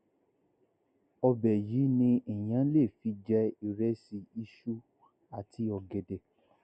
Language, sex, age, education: Yoruba, male, 60+, secondary